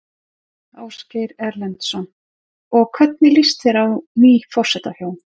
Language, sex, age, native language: Icelandic, female, 50-59, Icelandic